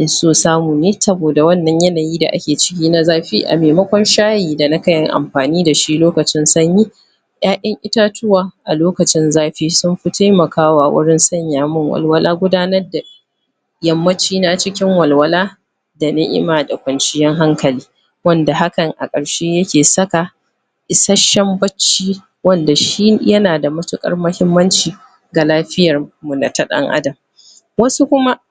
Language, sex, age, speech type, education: Hausa, female, 30-45, spontaneous, tertiary